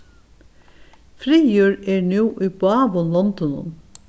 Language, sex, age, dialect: Faroese, female, 61+, Norðurstreymoy/Eysturoy